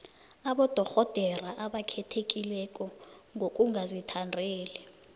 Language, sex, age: South Ndebele, female, 19